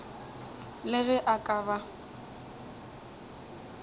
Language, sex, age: Northern Sotho, female, 20